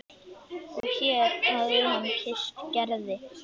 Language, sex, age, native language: Icelandic, male, 11, Icelandic